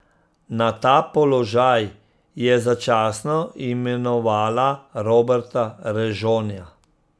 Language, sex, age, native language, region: Slovenian, male, 50-59, Slovenian, Central Slovenia